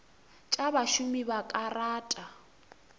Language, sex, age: Northern Sotho, female, 24